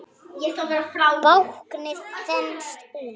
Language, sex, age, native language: Icelandic, male, 8, Icelandic